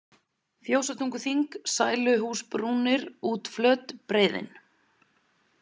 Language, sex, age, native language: Icelandic, female, 30-39, Icelandic